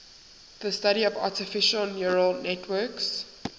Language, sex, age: English, female, 19